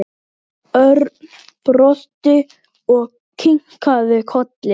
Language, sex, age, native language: Icelandic, male, 10, Icelandic